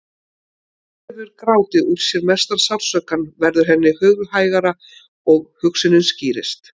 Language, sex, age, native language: Icelandic, female, 50-59, Icelandic